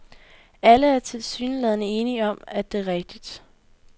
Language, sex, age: Danish, female, 18